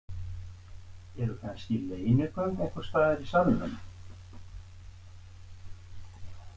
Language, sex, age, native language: Icelandic, male, 60-69, Icelandic